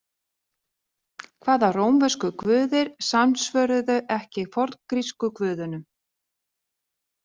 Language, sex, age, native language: Icelandic, female, 40-49, Icelandic